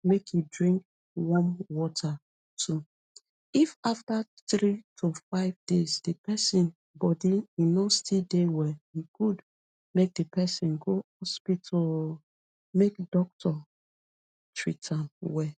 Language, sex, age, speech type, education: Nigerian Pidgin, female, 30-45, spontaneous, tertiary